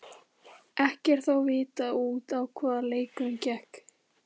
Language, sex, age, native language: Icelandic, male, 18-19, Icelandic